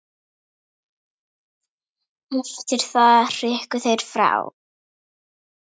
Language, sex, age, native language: Icelandic, female, 9, Icelandic